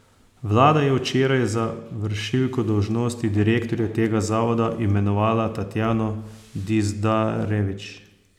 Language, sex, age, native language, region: Slovenian, male, 30-49, Slovenian, Posavska region